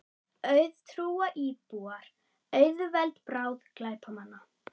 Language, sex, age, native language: Icelandic, female, 30-39, Icelandic